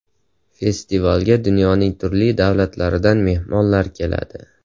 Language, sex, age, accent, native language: Uzbek, male, 18-24, Andijon, Uzbek